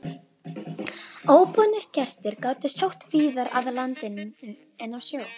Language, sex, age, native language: Icelandic, female, 12, Icelandic